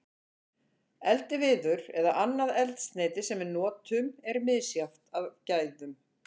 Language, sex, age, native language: Icelandic, female, 50-59, Icelandic